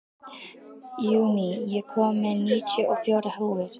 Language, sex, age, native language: Icelandic, female, 12, Icelandic